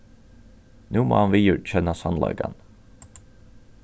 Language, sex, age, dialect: Faroese, male, 36-60, Norðurstreymoy/Eysturoy